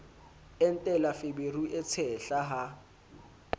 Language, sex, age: Southern Sotho, male, 20